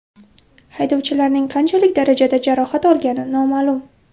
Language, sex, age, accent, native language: Uzbek, female, 18-24, Buxoro, Uzbek